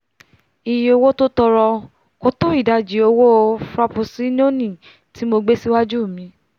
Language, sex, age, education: Yoruba, female, 15-29, tertiary